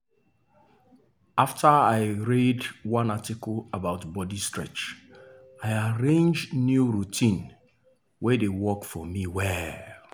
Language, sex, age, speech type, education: Nigerian Pidgin, male, 30-45, spontaneous, tertiary